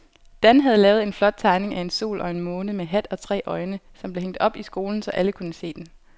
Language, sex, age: Danish, female, 25